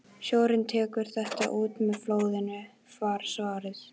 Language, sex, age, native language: Icelandic, female, 12, Icelandic